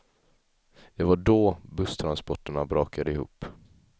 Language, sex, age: Swedish, male, 18